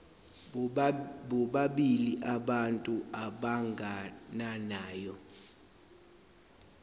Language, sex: Zulu, male